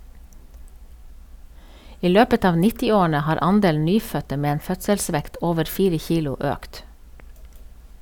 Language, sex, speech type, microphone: Norwegian, female, read, Sennheiser